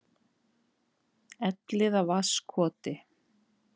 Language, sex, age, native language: Icelandic, female, 40-49, Icelandic